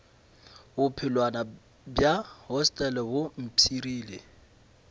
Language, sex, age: Northern Sotho, male, 26